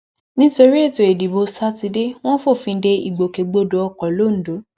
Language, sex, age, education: Yoruba, female, 15-29, tertiary